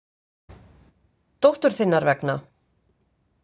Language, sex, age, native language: Icelandic, female, 50-59, Icelandic